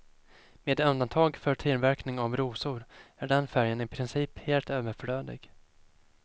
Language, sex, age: Swedish, male, 25